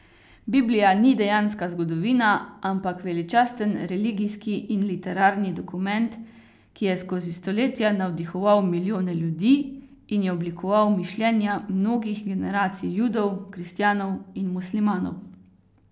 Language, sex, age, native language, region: Slovenian, female, 18-29, Slovenian, Carinthia region